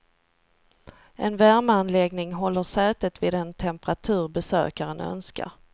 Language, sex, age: Swedish, female, 38